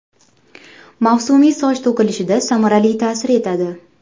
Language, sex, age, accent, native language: Uzbek, female, 18-24, Andijon, Uzbek